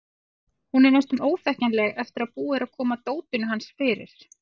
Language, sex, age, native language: Icelandic, female, 40-49, Icelandic